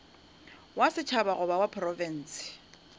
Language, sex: Northern Sotho, female